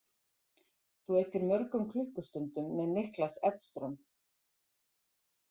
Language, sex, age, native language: Icelandic, female, 40-49, Icelandic